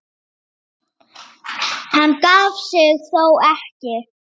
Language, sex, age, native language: Icelandic, female, 8, Icelandic